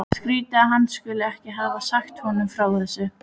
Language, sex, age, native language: Icelandic, female, 12, Icelandic